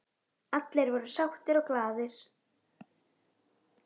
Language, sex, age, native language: Icelandic, female, 10, Icelandic